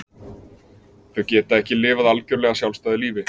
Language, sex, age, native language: Icelandic, male, 20-29, Icelandic